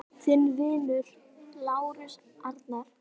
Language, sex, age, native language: Icelandic, female, 10, Icelandic